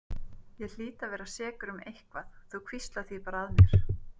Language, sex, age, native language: Icelandic, female, 30-39, Icelandic